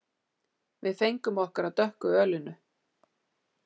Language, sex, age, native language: Icelandic, female, 40-49, Icelandic